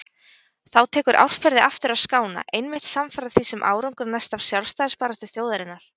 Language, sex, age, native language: Icelandic, female, 20-29, Icelandic